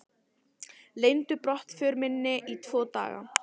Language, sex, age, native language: Icelandic, female, 14, Italian